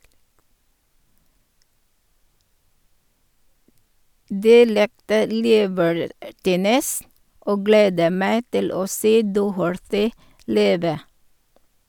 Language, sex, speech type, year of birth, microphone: Norwegian, female, read, 1962, Shure